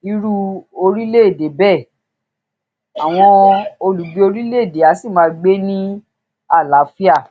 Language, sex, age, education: Yoruba, female, 30-45, tertiary